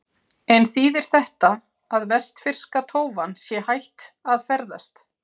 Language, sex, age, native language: Icelandic, female, 40-49, Icelandic